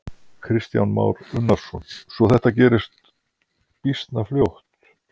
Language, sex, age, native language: Icelandic, male, 50-59, Icelandic